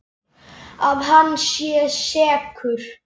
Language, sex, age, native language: Icelandic, male, 10, Icelandic